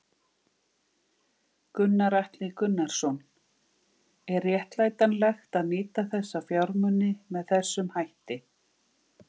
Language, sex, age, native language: Icelandic, female, 50-59, Icelandic